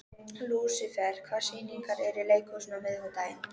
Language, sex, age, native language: Icelandic, female, 13, Icelandic